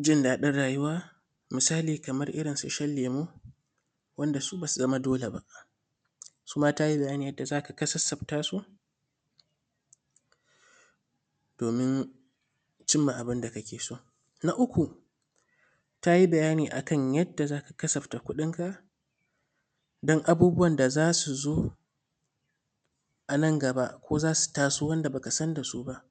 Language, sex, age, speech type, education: Hausa, male, 15-29, spontaneous, secondary